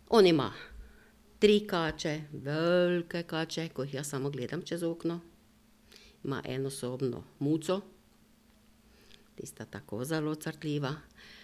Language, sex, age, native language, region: Slovenian, female, 60+, Slovenian, Drava region